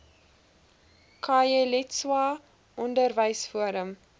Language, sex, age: Afrikaans, female, 20